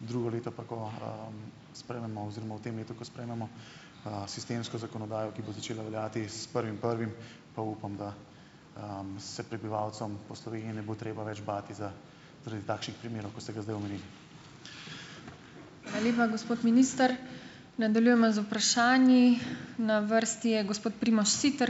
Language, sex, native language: Slovenian, male, Slovenian